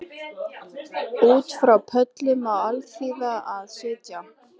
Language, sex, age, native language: Icelandic, female, 20-29, Icelandic